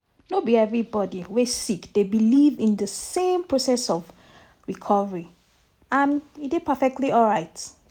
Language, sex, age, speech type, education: Nigerian Pidgin, female, 30-45, spontaneous, tertiary